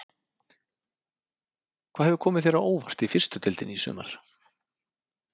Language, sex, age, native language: Icelandic, male, 30-39, Icelandic